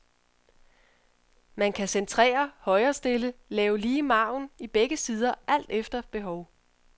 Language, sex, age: Danish, female, 31